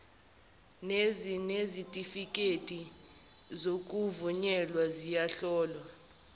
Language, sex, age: Zulu, male, 18